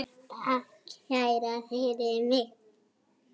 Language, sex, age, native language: Icelandic, female, 8, Icelandic